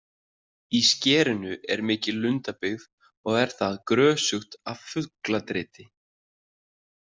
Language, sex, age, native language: Icelandic, male, 30-39, Icelandic